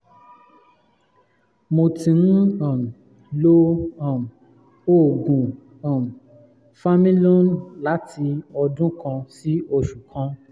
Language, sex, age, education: Yoruba, male, 15-29, tertiary